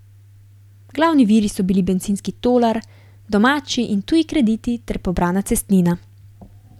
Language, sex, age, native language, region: Slovenian, female, 18-29, Slovenian, Gorenjska region